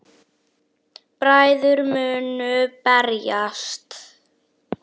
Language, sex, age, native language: Icelandic, female, 9, Icelandic